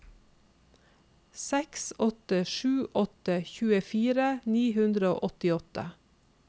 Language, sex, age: Norwegian, female, 46